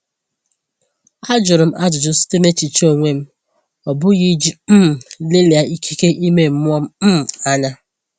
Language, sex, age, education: Igbo, female, 15-29, tertiary